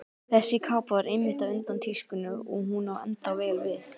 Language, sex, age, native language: Icelandic, female, 18-19, Icelandic